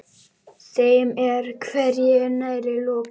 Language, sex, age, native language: Icelandic, male, 9, Icelandic